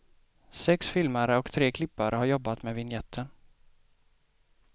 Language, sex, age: Swedish, male, 28